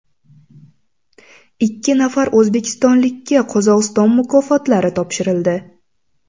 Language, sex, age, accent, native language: Uzbek, female, 18-24, Samarqand, Uzbek